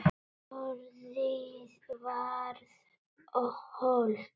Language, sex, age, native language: Icelandic, male, 8, Icelandic